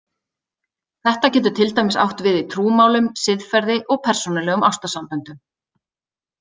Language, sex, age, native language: Icelandic, female, 30-39, Icelandic